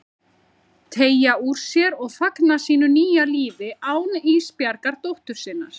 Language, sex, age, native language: Icelandic, female, 30-39, Icelandic